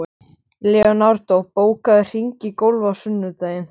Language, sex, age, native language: Icelandic, male, 13, Icelandic